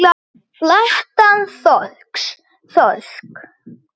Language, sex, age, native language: Icelandic, male, 9, Icelandic